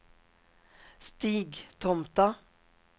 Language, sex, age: Swedish, female, 47